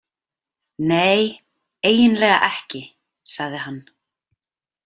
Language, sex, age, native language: Icelandic, female, 30-39, Icelandic